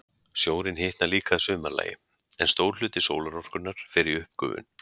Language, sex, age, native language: Icelandic, male, 40-49, Icelandic